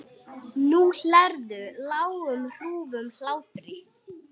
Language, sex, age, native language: Icelandic, male, 8, Icelandic